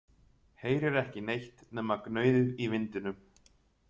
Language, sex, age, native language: Icelandic, male, 30-39, Icelandic